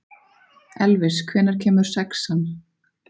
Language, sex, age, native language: Icelandic, female, 30-39, Icelandic